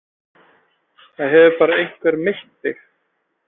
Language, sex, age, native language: Icelandic, male, 20-29, Icelandic